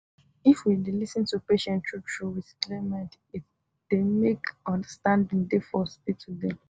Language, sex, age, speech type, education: Nigerian Pidgin, female, 15-29, spontaneous, tertiary